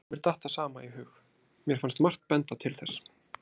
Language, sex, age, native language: Icelandic, male, 30-39, Icelandic